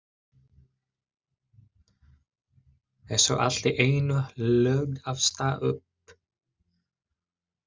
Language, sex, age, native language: Icelandic, male, 20-29, Icelandic